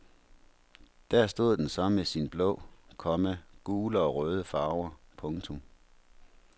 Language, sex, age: Danish, male, 43